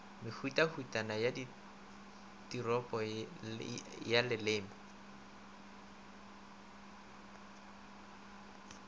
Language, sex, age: Northern Sotho, male, 25